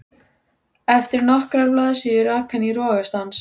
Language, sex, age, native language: Icelandic, female, 14, Icelandic